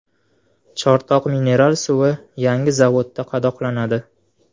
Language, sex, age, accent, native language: Uzbek, male, 18-24, Farg'ona, Uzbek